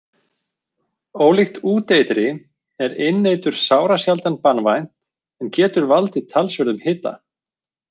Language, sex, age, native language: Icelandic, male, 40-49, Icelandic